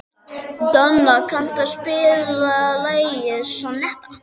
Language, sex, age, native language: Icelandic, male, 12, Icelandic